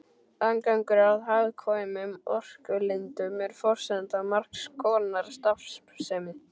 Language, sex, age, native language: Icelandic, male, 12, Icelandic